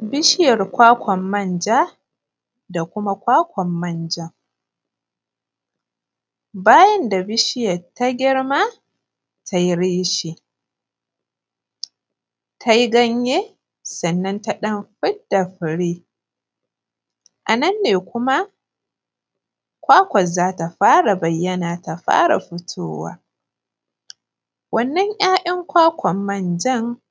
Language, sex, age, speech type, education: Hausa, female, 15-29, spontaneous, primary